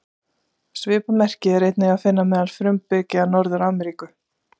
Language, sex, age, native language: Icelandic, female, 30-39, Icelandic